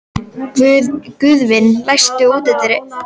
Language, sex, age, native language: Icelandic, female, 12, Icelandic